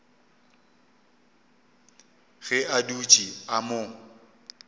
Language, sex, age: Northern Sotho, male, 35